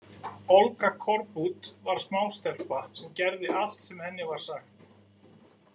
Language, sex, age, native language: Icelandic, male, 40-49, Icelandic